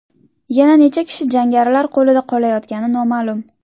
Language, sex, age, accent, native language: Uzbek, female, under 19, Navoiy, Uzbek